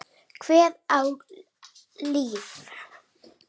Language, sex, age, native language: Icelandic, male, 8, Icelandic